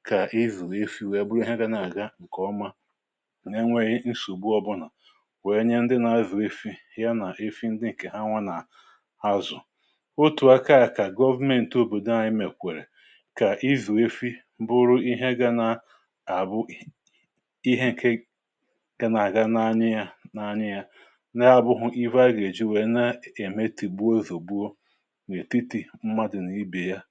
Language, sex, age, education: Igbo, male, 60+, tertiary